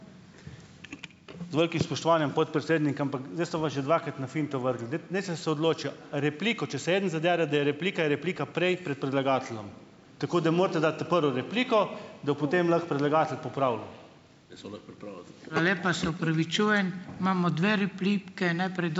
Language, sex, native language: Slovenian, male, Slovenian